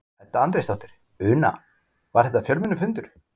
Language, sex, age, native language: Icelandic, male, 40-49, Icelandic